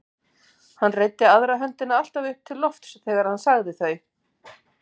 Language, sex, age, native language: Icelandic, female, 50-59, Icelandic